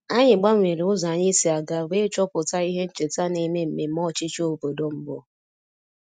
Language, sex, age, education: Igbo, female, 15-29, tertiary